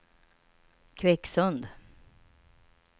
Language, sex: Swedish, female